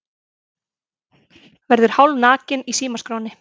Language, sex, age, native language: Icelandic, female, 30-39, Icelandic